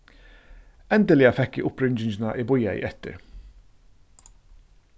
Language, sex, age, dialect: Faroese, male, 36-60, Suðurstreymoy